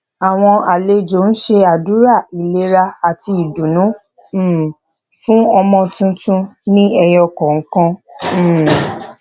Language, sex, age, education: Yoruba, female, 15-29, tertiary